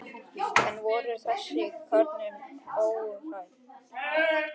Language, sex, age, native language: Icelandic, male, 11, Icelandic